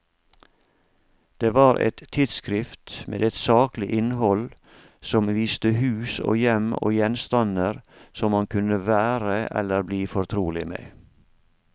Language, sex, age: Norwegian, male, 47